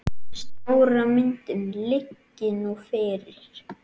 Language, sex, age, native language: Icelandic, male, 8, Icelandic